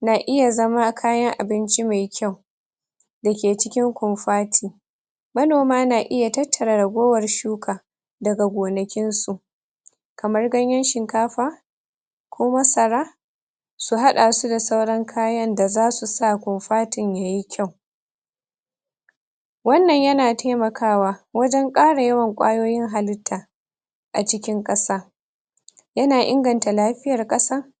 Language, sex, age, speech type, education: Hausa, female, 15-29, spontaneous, tertiary